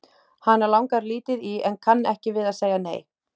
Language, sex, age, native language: Icelandic, female, 30-39, Icelandic